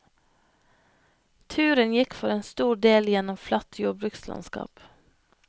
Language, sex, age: Norwegian, female, 25